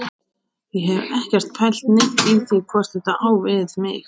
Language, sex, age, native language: Icelandic, female, 18-19, Icelandic